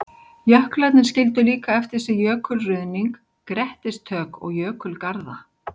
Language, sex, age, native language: Icelandic, male, 60-69, Icelandic